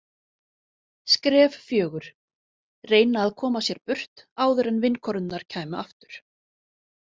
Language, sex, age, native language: Icelandic, female, 40-49, Icelandic